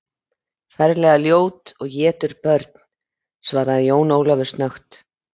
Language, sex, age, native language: Icelandic, female, 50-59, Icelandic